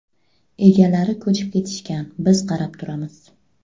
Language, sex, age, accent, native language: Uzbek, female, 25-34, Buxoro, Uzbek